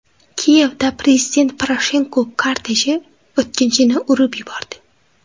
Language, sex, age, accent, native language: Uzbek, female, 18-24, Xorazm, Uzbek